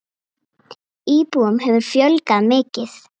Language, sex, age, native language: Icelandic, female, 8, Icelandic